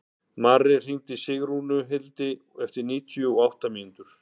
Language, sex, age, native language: Icelandic, male, 50-59, Icelandic